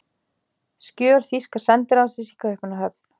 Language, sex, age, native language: Icelandic, female, 40-49, Icelandic